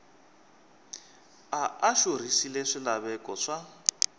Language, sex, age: Tsonga, male, 23